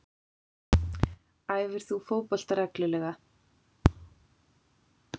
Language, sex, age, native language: Icelandic, female, 40-49, Icelandic